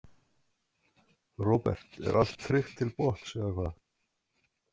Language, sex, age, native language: Icelandic, male, 50-59, Icelandic